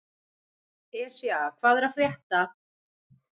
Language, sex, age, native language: Icelandic, female, 30-39, Icelandic